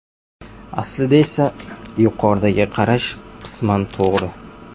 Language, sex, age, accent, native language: Uzbek, male, 25-34, Jizzax, Uzbek